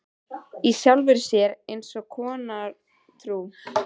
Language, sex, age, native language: Icelandic, female, 13, Icelandic